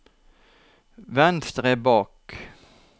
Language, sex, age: Norwegian, male, 43